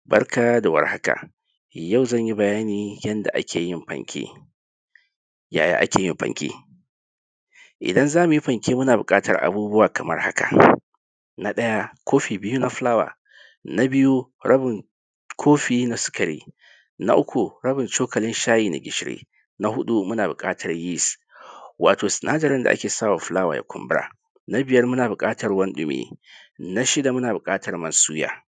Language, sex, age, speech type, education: Hausa, male, 30-45, spontaneous, tertiary